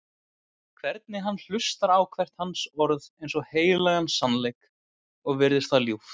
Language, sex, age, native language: Icelandic, male, 20-29, Icelandic